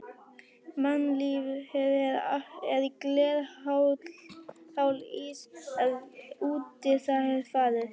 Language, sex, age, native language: Icelandic, female, 11, Icelandic